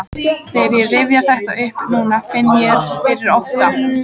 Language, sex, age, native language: Icelandic, female, 14, Icelandic